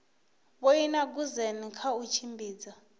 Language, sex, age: Venda, female, 21